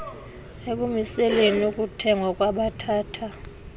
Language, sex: Xhosa, male